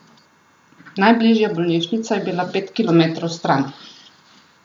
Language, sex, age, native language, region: Slovenian, female, 30-49, Slovenian, Southeast Slovenia